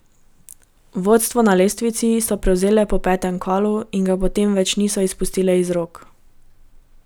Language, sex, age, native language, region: Slovenian, female, 18-29, Slovenian, Gorenjska region